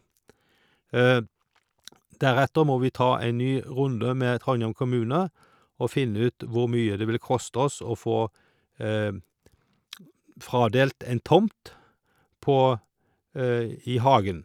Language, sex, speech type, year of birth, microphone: Norwegian, male, spontaneous, 1951, Shure